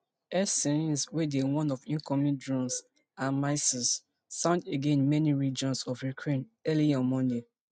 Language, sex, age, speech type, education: Nigerian Pidgin, female, 15-29, spontaneous, tertiary